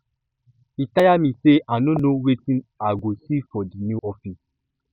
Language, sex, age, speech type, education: Nigerian Pidgin, male, 15-29, spontaneous, tertiary